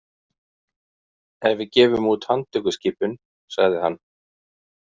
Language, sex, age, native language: Icelandic, male, 40-49, Icelandic